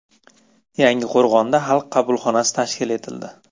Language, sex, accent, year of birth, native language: Uzbek, male, Farg'ona, 1999, Uzbek